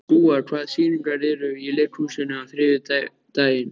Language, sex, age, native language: Icelandic, male, 13, Icelandic